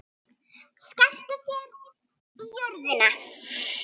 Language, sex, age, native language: Icelandic, female, 6, Icelandic